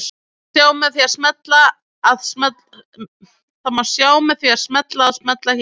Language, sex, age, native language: Icelandic, female, 20-29, Icelandic